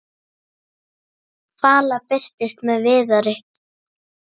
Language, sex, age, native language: Icelandic, male, 8, Icelandic